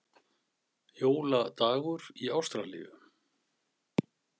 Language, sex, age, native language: Icelandic, male, 60-69, Icelandic